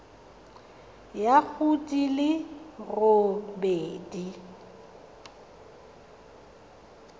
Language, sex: Tswana, female